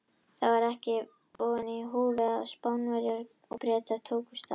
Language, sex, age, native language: Icelandic, female, 18-19, Icelandic